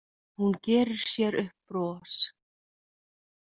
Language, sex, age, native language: Icelandic, female, 20-29, Icelandic